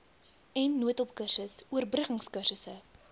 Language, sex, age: Afrikaans, female, 22